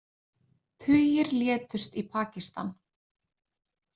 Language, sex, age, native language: Icelandic, female, 30-39, Icelandic